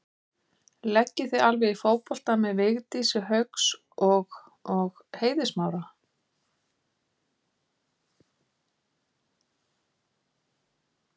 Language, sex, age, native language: Icelandic, female, 50-59, Icelandic